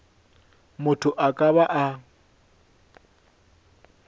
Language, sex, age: Northern Sotho, male, 21